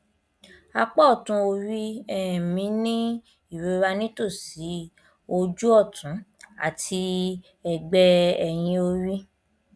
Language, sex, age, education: Yoruba, female, 15-29, primary